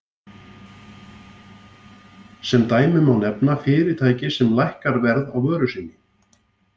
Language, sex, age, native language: Icelandic, male, 50-59, Icelandic